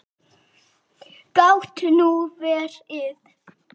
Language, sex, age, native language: Icelandic, male, 8, Icelandic